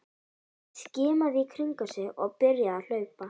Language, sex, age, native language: Icelandic, female, 11, Icelandic